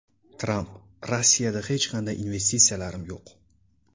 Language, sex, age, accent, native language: Uzbek, male, 18-24, Andijon, Uzbek